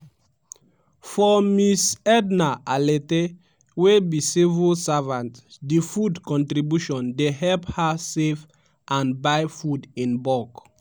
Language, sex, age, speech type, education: Nigerian Pidgin, male, 15-29, spontaneous, tertiary